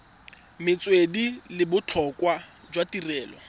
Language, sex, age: Tswana, male, 24